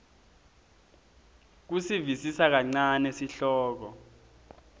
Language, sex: Swati, male